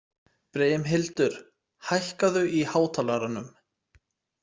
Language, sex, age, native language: Icelandic, male, 30-39, Icelandic